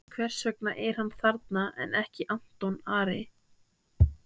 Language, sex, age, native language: Icelandic, female, 18-19, Icelandic